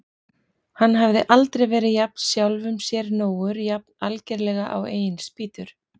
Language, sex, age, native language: Icelandic, female, 40-49, Icelandic